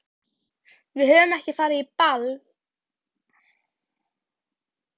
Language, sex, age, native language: Icelandic, female, 12, Icelandic